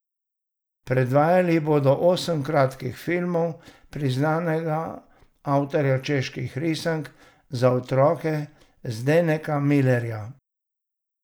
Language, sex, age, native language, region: Slovenian, male, 60+, Slovenian, Savinja region